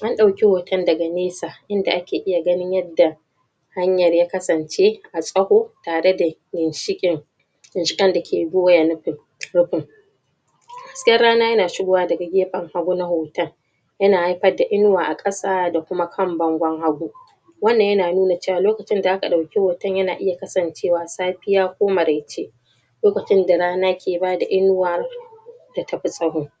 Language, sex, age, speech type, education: Hausa, female, 30-45, spontaneous, tertiary